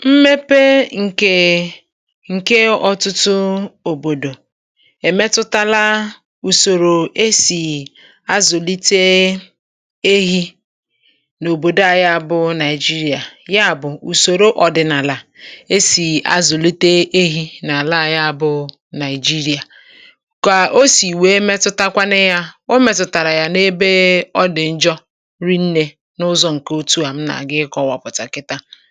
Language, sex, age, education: Igbo, female, 60+, tertiary